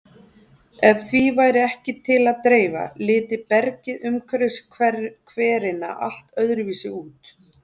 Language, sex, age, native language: Icelandic, female, 40-49, Icelandic